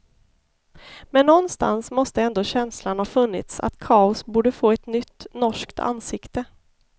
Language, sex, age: Swedish, female, 33